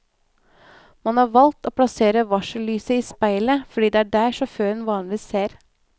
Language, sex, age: Norwegian, female, 24